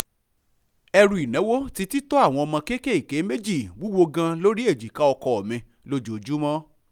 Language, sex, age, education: Yoruba, male, 15-29, tertiary